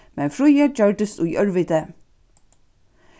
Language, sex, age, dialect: Faroese, female, 36-60, Suðurstreymoy